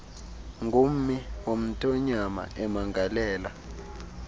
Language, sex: Xhosa, male